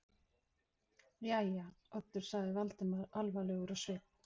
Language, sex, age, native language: Icelandic, female, 50-59, Icelandic